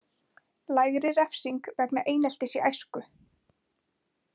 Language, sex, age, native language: Icelandic, female, 20-29, Icelandic